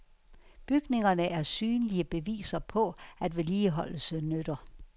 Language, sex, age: Danish, female, 69